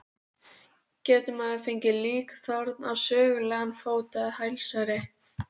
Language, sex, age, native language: Icelandic, female, 12, Icelandic